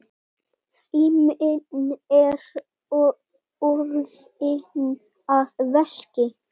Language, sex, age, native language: Icelandic, male, 7, Icelandic